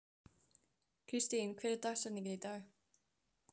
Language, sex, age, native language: Icelandic, female, 15, Icelandic